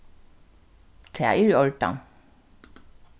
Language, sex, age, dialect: Faroese, female, 36-60, Suðurstreymoy